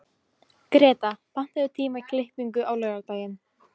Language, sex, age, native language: Icelandic, female, 15, Polish